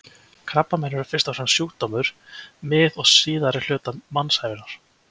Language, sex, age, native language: Icelandic, male, 20-29, Icelandic